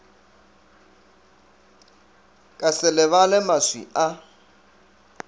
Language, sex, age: Northern Sotho, male, 24